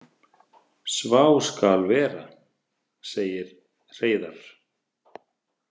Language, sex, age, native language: Icelandic, male, 30-39, Icelandic